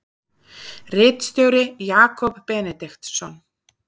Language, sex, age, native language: Icelandic, female, 30-39, Icelandic